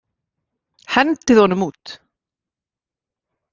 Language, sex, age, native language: Icelandic, female, 40-49, Icelandic